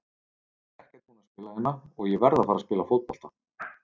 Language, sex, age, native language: Icelandic, male, 30-39, Icelandic